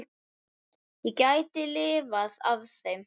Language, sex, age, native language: Icelandic, male, 9, Icelandic